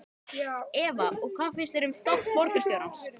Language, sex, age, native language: Icelandic, male, 12, Icelandic